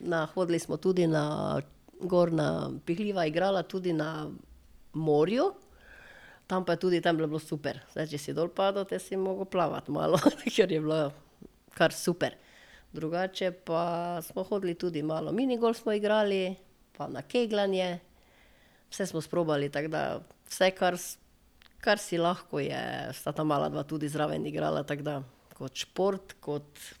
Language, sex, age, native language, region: Slovenian, female, 50-59, Slovenian, Drava region